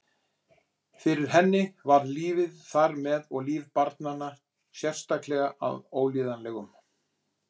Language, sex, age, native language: Icelandic, male, 40-49, Icelandic